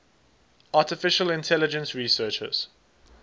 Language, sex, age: English, male, 19